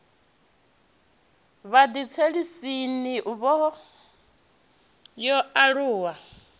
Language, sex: Venda, female